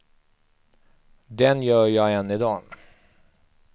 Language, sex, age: Swedish, male, 44